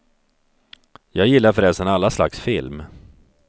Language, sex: Swedish, male